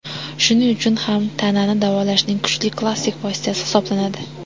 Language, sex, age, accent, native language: Uzbek, female, 18-24, Toshkent shahri, Uzbek